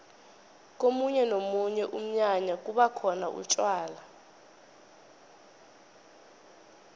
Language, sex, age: South Ndebele, female, 21